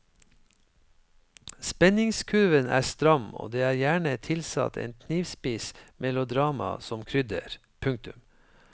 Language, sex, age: Norwegian, male, 53